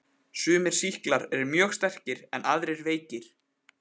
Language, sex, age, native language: Icelandic, male, 15, Icelandic